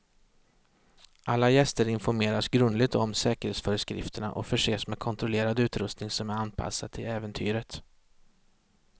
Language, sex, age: Swedish, male, 36